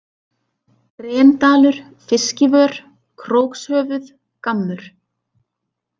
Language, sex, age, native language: Icelandic, female, 30-39, Icelandic